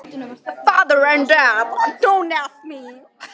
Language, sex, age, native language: Icelandic, female, 13, Icelandic